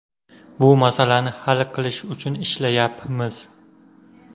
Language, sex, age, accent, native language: Uzbek, male, 25-34, Qashqadaryo, Uzbek